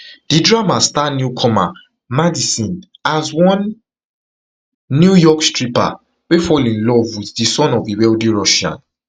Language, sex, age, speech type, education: Nigerian Pidgin, male, 15-29, spontaneous, tertiary